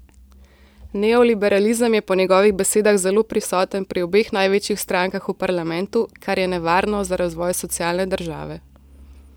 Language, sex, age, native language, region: Slovenian, female, 18-29, Slovenian, Central Slovenia